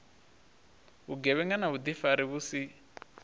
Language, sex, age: Venda, male, 23